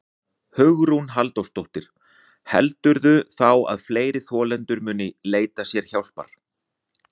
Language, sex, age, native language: Icelandic, male, 40-49, Icelandic